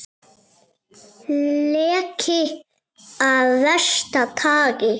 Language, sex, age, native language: Icelandic, male, 7, Icelandic